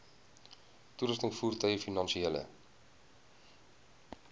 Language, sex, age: Afrikaans, male, 20